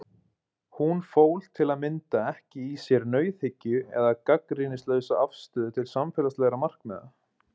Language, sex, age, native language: Icelandic, male, 20-29, Icelandic